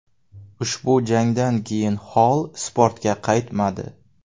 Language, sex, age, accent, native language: Uzbek, male, 18-24, Navoiy, Uzbek